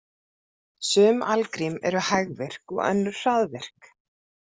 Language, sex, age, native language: Icelandic, female, 40-49, Icelandic